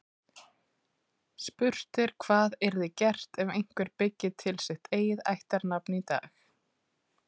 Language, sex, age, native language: Icelandic, female, 30-39, Icelandic